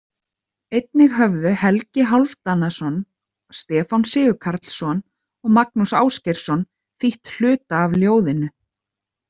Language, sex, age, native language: Icelandic, female, 30-39, Icelandic